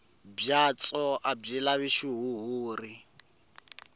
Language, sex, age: Tsonga, male, 18